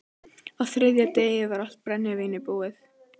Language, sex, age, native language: Icelandic, female, 12, Icelandic